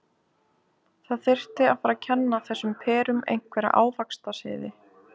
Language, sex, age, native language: Icelandic, female, 20-29, Icelandic